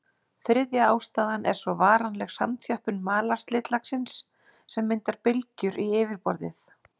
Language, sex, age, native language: Icelandic, female, 40-49, Icelandic